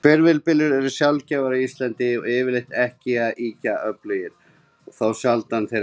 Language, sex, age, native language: Icelandic, male, 20-29, Icelandic